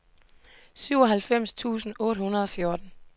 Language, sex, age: Danish, female, 18